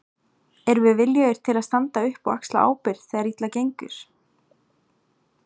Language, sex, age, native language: Icelandic, female, 18-19, Icelandic